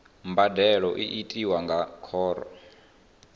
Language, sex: Venda, male